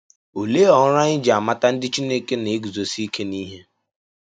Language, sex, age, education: Igbo, male, 15-29, tertiary